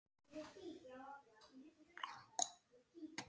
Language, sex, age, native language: Icelandic, male, 9, Icelandic